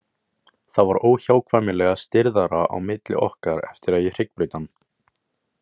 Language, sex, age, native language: Icelandic, male, 18-19, Icelandic